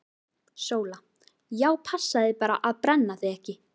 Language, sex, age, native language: Icelandic, female, 12, Icelandic